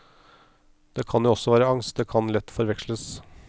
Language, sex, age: Norwegian, male, 34